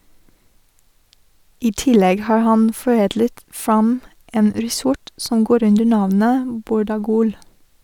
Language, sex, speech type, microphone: Norwegian, female, read, Sennheiser